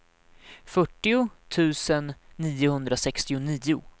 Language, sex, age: Swedish, male, 19